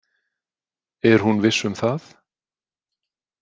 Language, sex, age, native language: Icelandic, male, 20-29, Icelandic